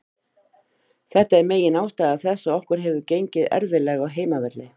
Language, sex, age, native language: Icelandic, female, 50-59, Icelandic